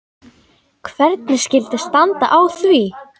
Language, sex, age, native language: Icelandic, female, 10, Icelandic